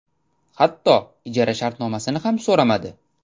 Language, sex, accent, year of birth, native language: Uzbek, male, Toshkent shahri, 2002, Uzbek